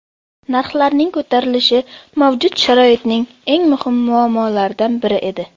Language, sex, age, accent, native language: Uzbek, female, under 19, Sirdaryo, Uzbek